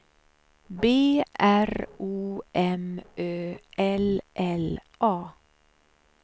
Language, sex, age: Swedish, female, 63